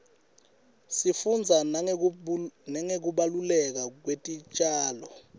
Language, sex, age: Swati, male, 19